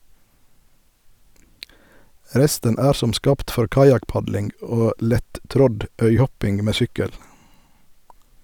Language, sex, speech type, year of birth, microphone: Norwegian, male, read, 1971, Sennheiser